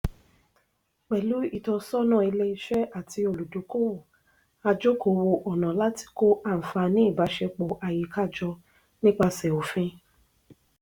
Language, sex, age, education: Yoruba, female, 30-45, tertiary